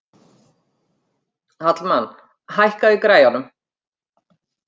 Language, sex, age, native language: Icelandic, female, 50-59, Icelandic